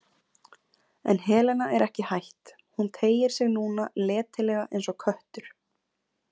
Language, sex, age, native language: Icelandic, female, 20-29, Icelandic